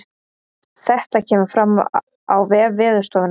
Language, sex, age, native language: Icelandic, female, 30-39, Icelandic